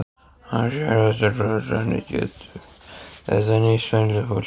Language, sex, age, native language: Icelandic, male, 14, Icelandic